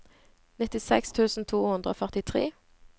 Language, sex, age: Norwegian, female, 26